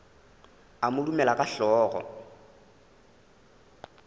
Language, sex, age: Northern Sotho, male, 21